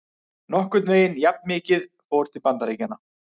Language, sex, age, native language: Icelandic, male, 30-39, Icelandic